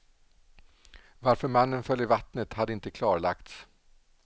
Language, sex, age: Swedish, male, 47